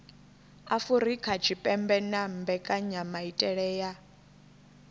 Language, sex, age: Venda, female, 21